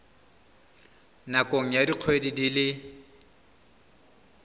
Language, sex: Tswana, male